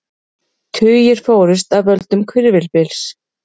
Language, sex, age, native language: Icelandic, female, 30-39, Icelandic